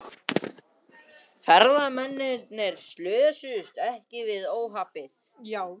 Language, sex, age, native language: Icelandic, other, 60-69, Icelandic